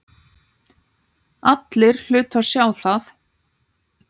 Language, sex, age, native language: Icelandic, female, 9, Icelandic